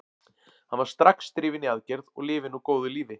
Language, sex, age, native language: Icelandic, male, 40-49, Icelandic